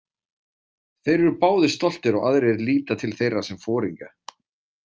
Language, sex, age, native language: Icelandic, male, 40-49, Icelandic